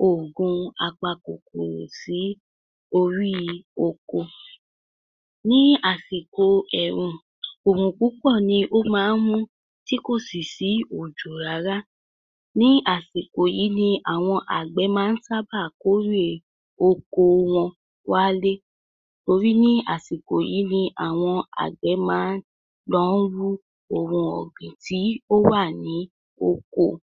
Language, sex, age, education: Yoruba, female, 46-60, tertiary